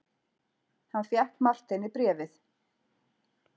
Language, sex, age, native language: Icelandic, female, 40-49, Icelandic